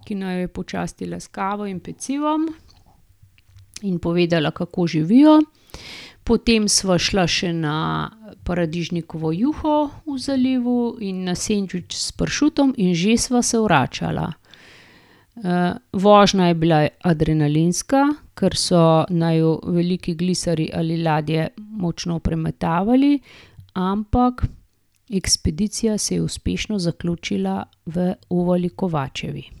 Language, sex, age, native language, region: Slovenian, female, 50-59, Slovenian, Gorenjska region